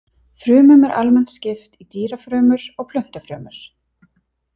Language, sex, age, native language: Icelandic, female, 30-39, Icelandic